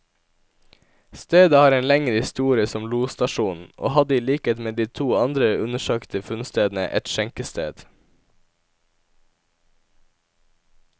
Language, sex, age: Norwegian, male, 17